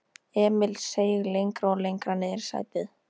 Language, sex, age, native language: Icelandic, female, 13, Icelandic